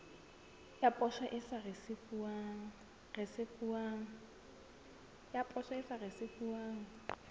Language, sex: Southern Sotho, female